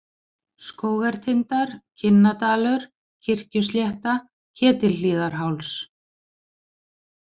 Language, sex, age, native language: Icelandic, female, 40-49, Icelandic